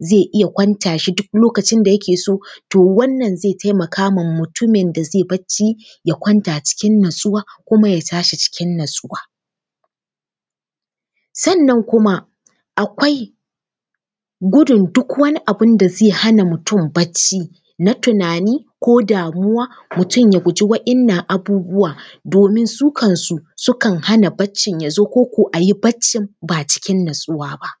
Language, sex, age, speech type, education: Hausa, female, 15-29, spontaneous, tertiary